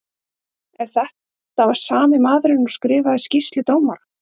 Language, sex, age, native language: Icelandic, female, 30-39, Icelandic